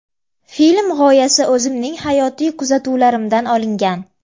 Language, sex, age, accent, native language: Uzbek, female, 18-24, Namangan, Uzbek